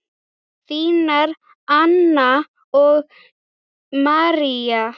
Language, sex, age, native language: Icelandic, female, 8, Icelandic